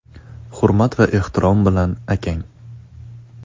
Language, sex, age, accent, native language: Uzbek, male, 19-29, Toshkent shahri, Uzbek